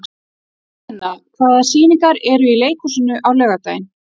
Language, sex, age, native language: Icelandic, female, 30-39, Icelandic